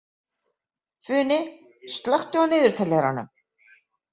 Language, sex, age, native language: Icelandic, female, 40-49, Icelandic